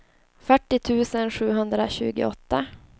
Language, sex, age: Swedish, female, 24